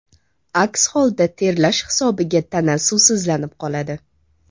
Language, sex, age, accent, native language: Uzbek, female, 25-34, Samarqand, Uzbek